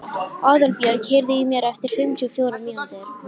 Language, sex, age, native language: Icelandic, female, 13, Icelandic